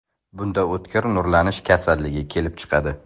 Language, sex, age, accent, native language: Uzbek, male, 18-24, Samarqand, Uzbek